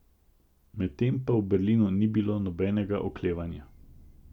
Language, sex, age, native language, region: Slovenian, male, 50-59, Slovenian, Central Slovenia